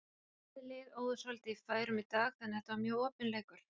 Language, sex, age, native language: Icelandic, female, 40-49, Icelandic